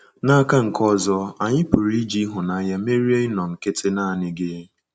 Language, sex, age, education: Igbo, male, 15-29, secondary